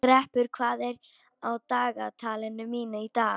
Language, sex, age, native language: Icelandic, female, 18-19, Polish